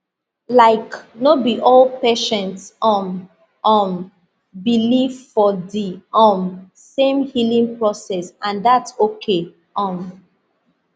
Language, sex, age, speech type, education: Nigerian Pidgin, female, 30-45, spontaneous, tertiary